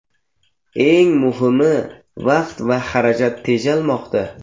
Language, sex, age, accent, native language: Uzbek, male, 18-24, Jizzax, Uzbek